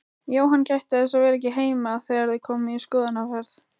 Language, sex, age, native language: Icelandic, female, 20-29, Icelandic